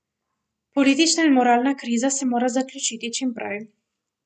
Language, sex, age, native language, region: Slovenian, female, 18-29, Slovenian, Primorsko-notranjska region